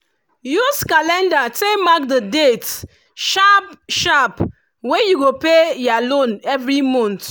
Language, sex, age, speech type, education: Nigerian Pidgin, female, 30-45, spontaneous, tertiary